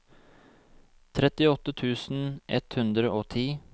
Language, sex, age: Norwegian, male, 26